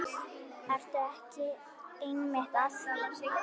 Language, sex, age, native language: Icelandic, female, 10, Icelandic